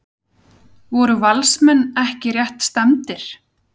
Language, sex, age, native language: Icelandic, female, 30-39, Icelandic